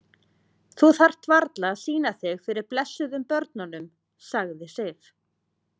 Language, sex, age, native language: Icelandic, female, 30-39, Icelandic